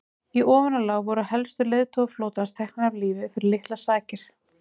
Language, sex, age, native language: Icelandic, female, 30-39, Icelandic